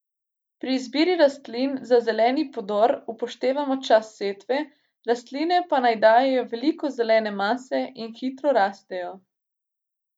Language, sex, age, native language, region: Slovenian, female, 18-29, Slovenian, Gorica region